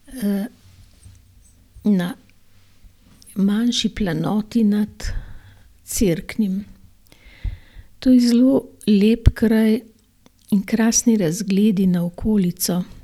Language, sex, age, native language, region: Slovenian, female, 60+, Slovenian, Gorenjska region